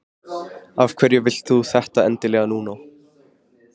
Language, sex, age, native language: Icelandic, male, 15, Icelandic